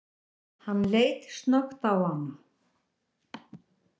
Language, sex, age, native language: Icelandic, female, 60-69, Icelandic